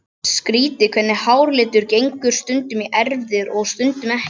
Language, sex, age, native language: Icelandic, other, 12, Icelandic